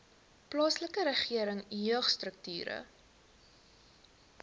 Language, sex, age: Afrikaans, female, 19